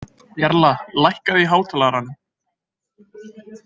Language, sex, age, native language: Icelandic, male, 20-29, Icelandic